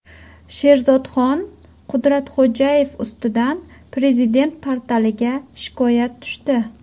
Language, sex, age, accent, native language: Uzbek, female, 19-29, Surxondaryo, Uzbek